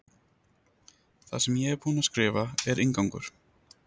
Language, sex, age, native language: Icelandic, male, 30-39, Icelandic